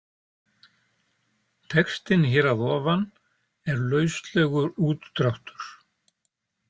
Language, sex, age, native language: Icelandic, male, 70-79, Icelandic